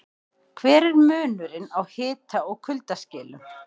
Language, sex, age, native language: Icelandic, female, 50-59, Icelandic